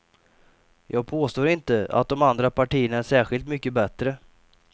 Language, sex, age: Swedish, male, 28